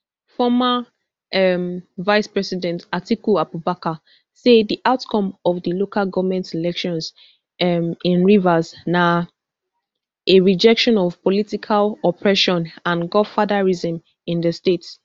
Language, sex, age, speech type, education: Nigerian Pidgin, female, 15-29, spontaneous, tertiary